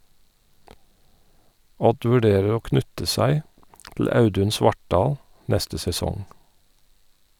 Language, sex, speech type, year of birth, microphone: Norwegian, male, read, 1972, Sennheiser